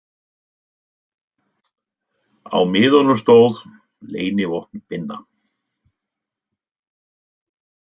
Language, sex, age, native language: Icelandic, male, 60-69, Icelandic